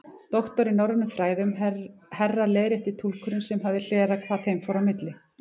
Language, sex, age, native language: Icelandic, female, 18-19, Icelandic